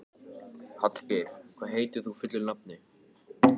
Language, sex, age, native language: Icelandic, male, 14, Icelandic